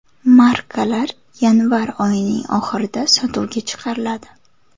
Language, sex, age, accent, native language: Uzbek, female, 18-24, Samarqand, Uzbek